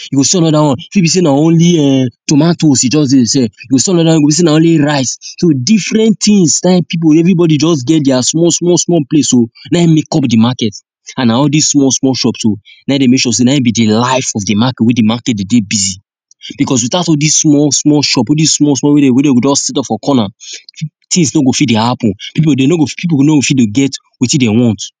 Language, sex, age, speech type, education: Nigerian Pidgin, male, 15-29, spontaneous, tertiary